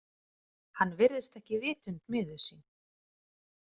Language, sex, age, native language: Icelandic, female, 30-39, Icelandic